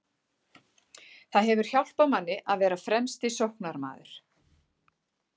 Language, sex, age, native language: Icelandic, female, 40-49, Icelandic